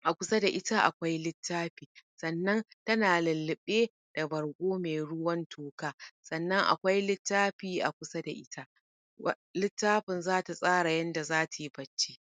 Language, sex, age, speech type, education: Hausa, female, 30-45, spontaneous, tertiary